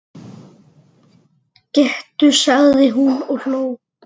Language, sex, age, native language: Icelandic, male, 8, Icelandic